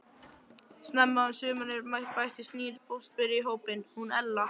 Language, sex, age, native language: Icelandic, male, 11, Icelandic